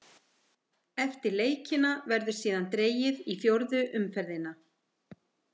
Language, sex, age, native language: Icelandic, female, 50-59, Icelandic